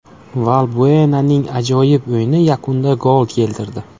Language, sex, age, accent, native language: Uzbek, male, 25-34, Buxoro, Uzbek